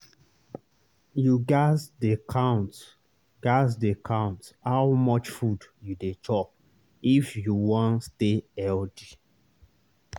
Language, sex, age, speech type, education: Nigerian Pidgin, male, 30-45, spontaneous, tertiary